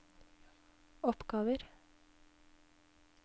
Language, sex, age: Norwegian, female, 19